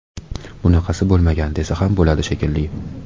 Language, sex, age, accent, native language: Uzbek, male, 18-24, Toshkent viloyati, Uzbek